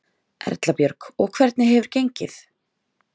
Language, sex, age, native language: Icelandic, female, 30-39, Icelandic